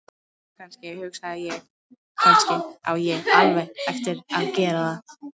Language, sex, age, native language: Icelandic, female, 18-19, Icelandic